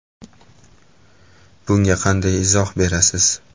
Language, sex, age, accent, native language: Uzbek, male, 19-29, Toshkent shahri, Uzbek